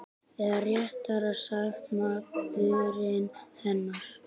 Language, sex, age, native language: Icelandic, male, 18-19, Icelandic